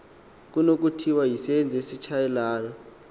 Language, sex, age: Xhosa, male, 19